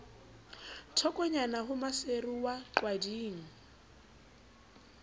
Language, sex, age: Southern Sotho, female, 29